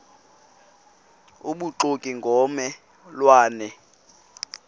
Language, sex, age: Xhosa, male, 18